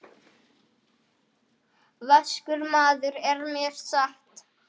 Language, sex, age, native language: Icelandic, female, 8, Icelandic